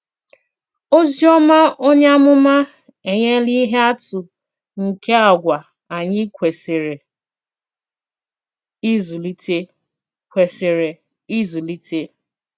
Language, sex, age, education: Igbo, female, 15-29, secondary